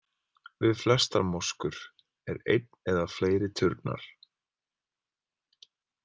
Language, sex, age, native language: Icelandic, male, 30-39, Icelandic